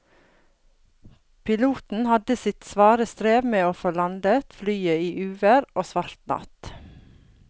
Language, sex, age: Norwegian, female, 42